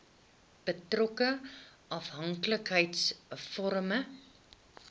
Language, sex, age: Afrikaans, female, 21